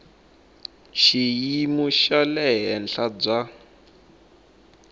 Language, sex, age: Tsonga, male, 19